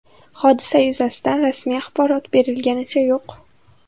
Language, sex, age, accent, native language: Uzbek, female, 18-24, Samarqand, Uzbek